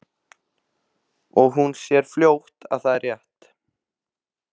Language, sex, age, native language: Icelandic, male, 15, Icelandic